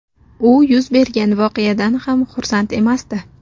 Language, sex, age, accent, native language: Uzbek, female, 19-29, Navoiy, Uzbek